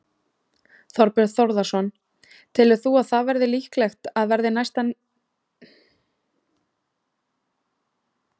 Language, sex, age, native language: Icelandic, female, 20-29, Icelandic